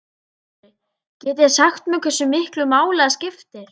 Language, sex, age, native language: Icelandic, female, 12, Icelandic